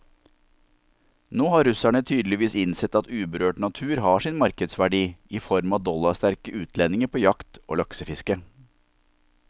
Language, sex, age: Norwegian, male, 47